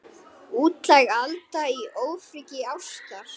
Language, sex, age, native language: Icelandic, male, 9, Icelandic